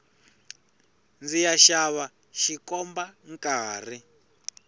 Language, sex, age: Tsonga, male, 21